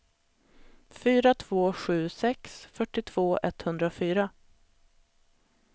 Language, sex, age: Swedish, female, 37